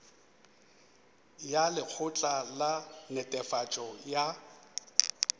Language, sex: Northern Sotho, male